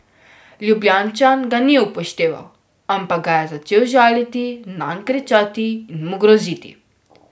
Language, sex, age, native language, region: Slovenian, female, 12-17, Slovenian, Drava region